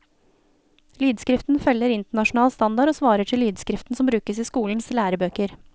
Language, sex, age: Norwegian, female, 29